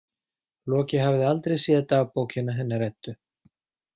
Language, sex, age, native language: Icelandic, male, 40-49, Icelandic